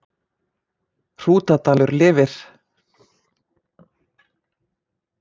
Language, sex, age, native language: Icelandic, female, 40-49, Icelandic